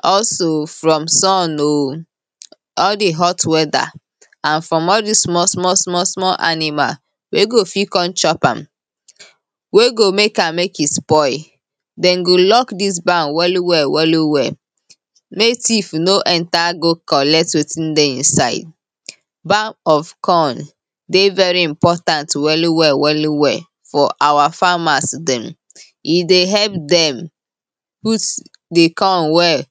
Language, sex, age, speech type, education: Nigerian Pidgin, female, 15-29, spontaneous, tertiary